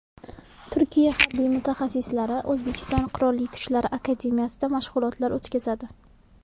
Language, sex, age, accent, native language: Uzbek, female, 19-29, Samarqand, Uzbek